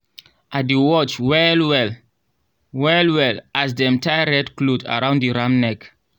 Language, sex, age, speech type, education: Nigerian Pidgin, male, 30-45, spontaneous, tertiary